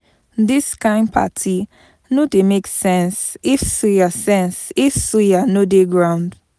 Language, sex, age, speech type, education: Nigerian Pidgin, female, 15-29, spontaneous, tertiary